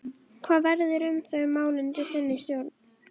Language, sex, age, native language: Icelandic, female, 11, Icelandic